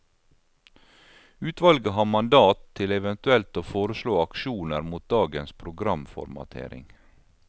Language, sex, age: Norwegian, male, 52